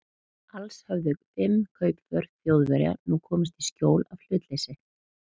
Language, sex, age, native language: Icelandic, female, 40-49, Icelandic